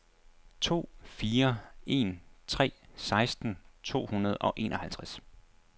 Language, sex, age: Danish, male, 24